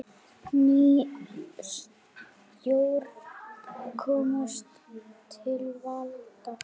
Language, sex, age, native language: Icelandic, female, 8, Icelandic